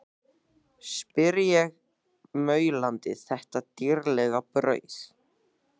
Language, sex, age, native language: Icelandic, male, 14, Icelandic